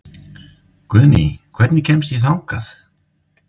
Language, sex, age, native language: Icelandic, male, 50-59, Icelandic